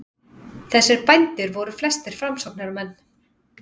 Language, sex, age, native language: Icelandic, female, 30-39, Icelandic